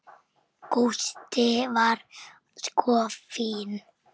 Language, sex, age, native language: Icelandic, female, 6, Icelandic